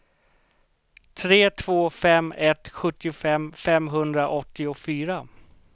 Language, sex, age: Swedish, male, 38